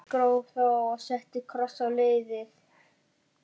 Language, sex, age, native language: Icelandic, male, 11, Icelandic